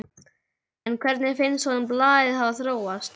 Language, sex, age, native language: Icelandic, male, 12, Icelandic